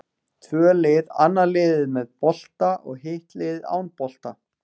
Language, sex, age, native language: Icelandic, male, 40-49, Icelandic